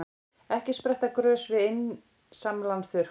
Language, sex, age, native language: Icelandic, female, 40-49, Icelandic